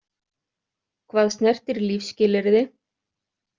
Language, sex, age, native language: Icelandic, other, 30-39, Icelandic